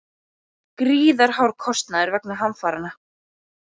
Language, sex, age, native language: Icelandic, female, 20-29, Icelandic